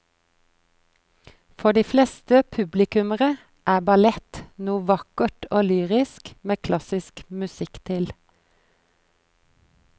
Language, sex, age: Norwegian, female, 43